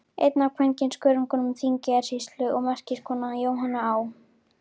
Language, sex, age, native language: Icelandic, female, 13, Icelandic